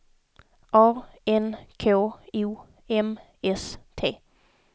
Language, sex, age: Swedish, female, 32